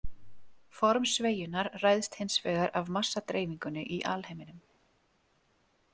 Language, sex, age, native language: Icelandic, female, 40-49, Icelandic